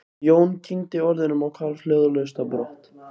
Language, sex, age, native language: Icelandic, other, 15, Icelandic